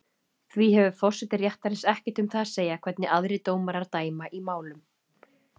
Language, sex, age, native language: Icelandic, female, 30-39, Icelandic